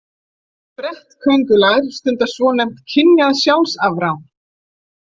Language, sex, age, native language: Icelandic, female, 40-49, Icelandic